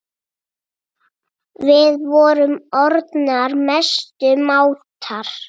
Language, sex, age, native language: Icelandic, female, 8, Icelandic